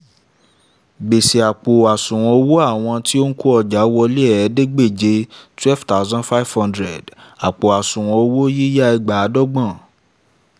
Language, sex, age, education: Yoruba, male, 15-29, tertiary